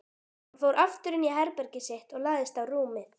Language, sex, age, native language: Icelandic, female, 12, Icelandic